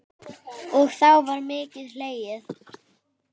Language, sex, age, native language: Icelandic, female, 10, Icelandic